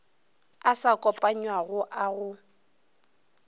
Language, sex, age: Northern Sotho, female, 24